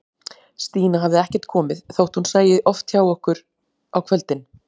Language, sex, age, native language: Icelandic, female, 40-49, Icelandic